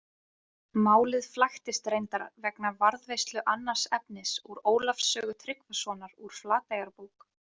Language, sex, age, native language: Icelandic, female, 20-29, Icelandic